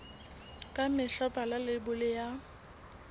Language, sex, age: Southern Sotho, female, 18